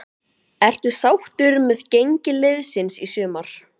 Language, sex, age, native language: Icelandic, male, 12, Icelandic